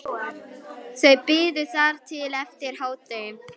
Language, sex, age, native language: Icelandic, female, 11, Icelandic